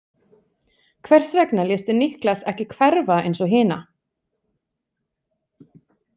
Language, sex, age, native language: Icelandic, female, 30-39, Icelandic